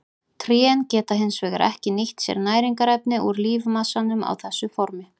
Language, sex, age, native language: Icelandic, female, 30-39, Icelandic